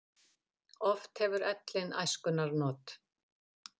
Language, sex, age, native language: Icelandic, female, 50-59, Icelandic